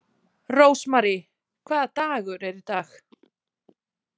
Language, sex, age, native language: Icelandic, female, 20-29, Icelandic